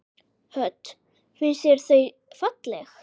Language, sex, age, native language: Icelandic, male, 10, Icelandic